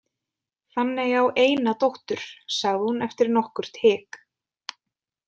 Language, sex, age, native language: Icelandic, female, 20-29, Icelandic